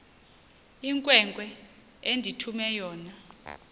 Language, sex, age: Xhosa, female, 30